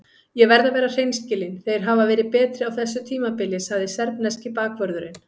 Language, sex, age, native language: Icelandic, female, 50-59, Icelandic